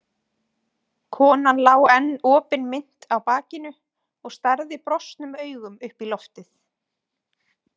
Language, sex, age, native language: Icelandic, female, 20-29, Icelandic